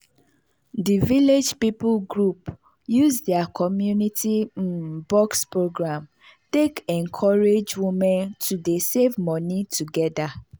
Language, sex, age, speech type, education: Nigerian Pidgin, female, 30-45, spontaneous, tertiary